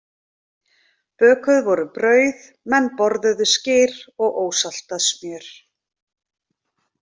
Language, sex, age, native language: Icelandic, female, 40-49, Icelandic